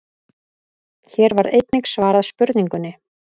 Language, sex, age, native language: Icelandic, female, 30-39, Icelandic